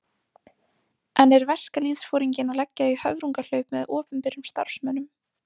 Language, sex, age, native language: Icelandic, female, 18-19, Icelandic